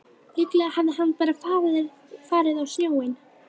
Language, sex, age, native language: Icelandic, female, 13, Icelandic